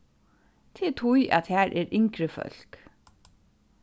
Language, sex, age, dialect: Faroese, female, 36-60, Suðurstreymoy